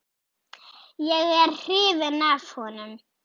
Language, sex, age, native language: Icelandic, female, 7, Icelandic